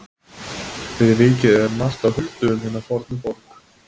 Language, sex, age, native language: Icelandic, male, 20-29, Icelandic